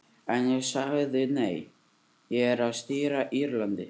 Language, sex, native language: Icelandic, male, Icelandic